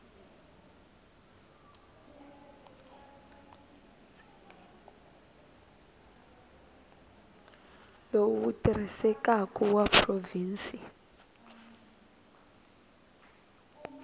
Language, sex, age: Tsonga, female, 19